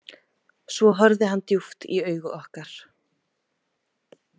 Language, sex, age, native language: Icelandic, female, 20-29, Icelandic